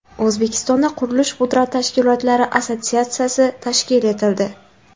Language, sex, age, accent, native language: Uzbek, female, 18-24, Samarqand, Uzbek